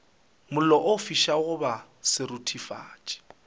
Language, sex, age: Northern Sotho, male, 23